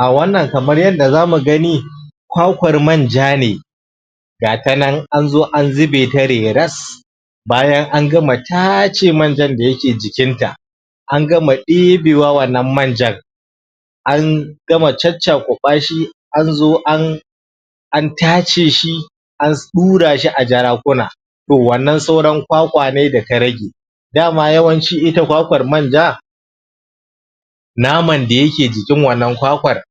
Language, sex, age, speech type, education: Hausa, male, 15-29, spontaneous, primary